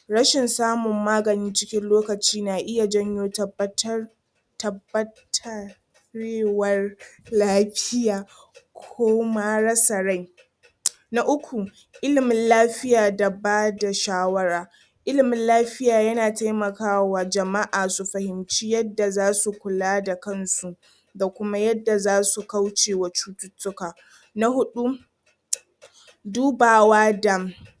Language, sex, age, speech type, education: Hausa, female, 30-45, spontaneous, tertiary